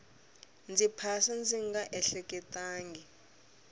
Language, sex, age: Tsonga, female, 24